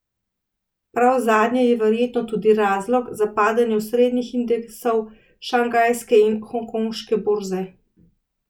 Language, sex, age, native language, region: Slovenian, female, 30-49, Slovenian, Central Slovenia